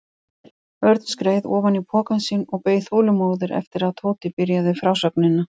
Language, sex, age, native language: Icelandic, female, 50-59, Icelandic